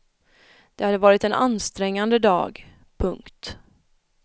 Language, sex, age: Swedish, female, 31